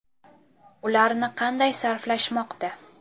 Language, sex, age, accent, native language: Uzbek, female, under 19, Toshkent shahri, Uzbek